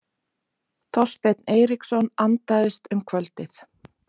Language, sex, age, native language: Icelandic, female, 20-29, Icelandic